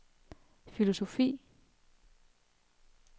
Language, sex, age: Danish, female, 33